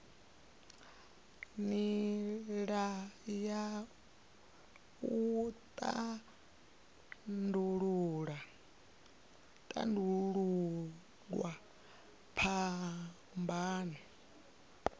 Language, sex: Venda, female